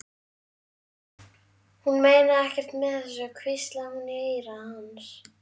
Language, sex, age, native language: Icelandic, female, 11, Icelandic